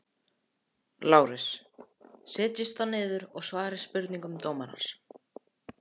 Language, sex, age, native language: Icelandic, male, 14, Icelandic